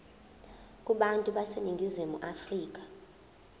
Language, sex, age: Zulu, female, 24